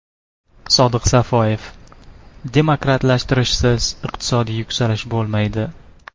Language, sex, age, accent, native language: Uzbek, male, 19-29, Toshkent shahri, Uzbek